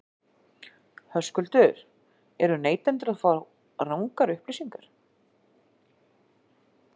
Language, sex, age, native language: Icelandic, female, 40-49, Icelandic